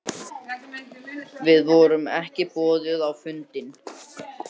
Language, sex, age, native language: Icelandic, other, 60-69, Icelandic